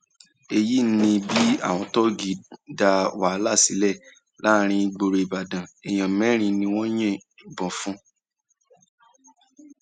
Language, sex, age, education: Yoruba, male, 15-29, tertiary